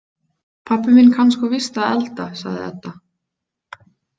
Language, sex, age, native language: Icelandic, female, 20-29, Icelandic